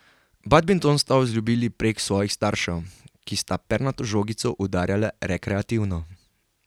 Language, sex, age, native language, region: Slovenian, male, 18-29, Slovenian, Carinthia region